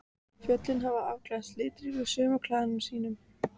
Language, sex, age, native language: Icelandic, female, 14, Icelandic